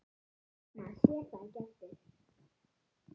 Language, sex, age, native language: Icelandic, female, 9, Icelandic